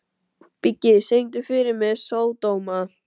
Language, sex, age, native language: Icelandic, male, 12, Icelandic